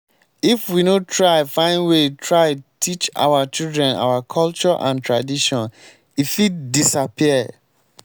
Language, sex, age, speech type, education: Nigerian Pidgin, male, 15-29, spontaneous, tertiary